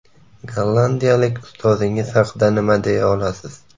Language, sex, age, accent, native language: Uzbek, male, 18-24, Farg'ona, Uzbek